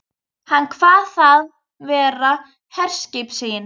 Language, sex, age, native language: Icelandic, female, 13, Icelandic